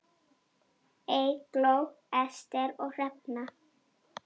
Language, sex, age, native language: Icelandic, female, 8, Icelandic